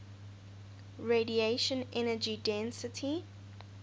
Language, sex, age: English, female, 19